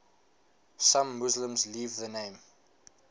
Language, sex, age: English, male, 19